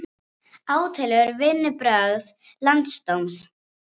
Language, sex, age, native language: Icelandic, female, 18-19, Icelandic